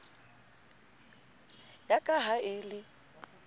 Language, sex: Southern Sotho, female